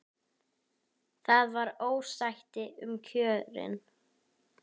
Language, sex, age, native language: Icelandic, female, 10, Icelandic